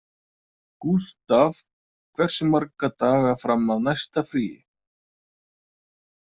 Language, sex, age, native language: Icelandic, male, 30-39, Icelandic